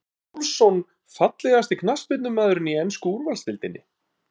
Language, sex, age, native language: Icelandic, male, 30-39, Icelandic